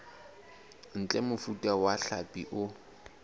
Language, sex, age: Southern Sotho, male, 19